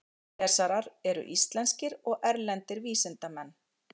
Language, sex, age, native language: Icelandic, female, 40-49, Icelandic